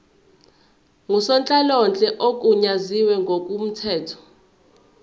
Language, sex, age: Zulu, female, 21